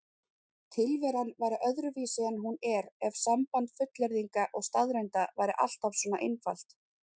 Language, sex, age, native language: Icelandic, female, 30-39, Icelandic